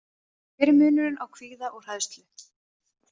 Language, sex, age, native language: Icelandic, female, 20-29, Icelandic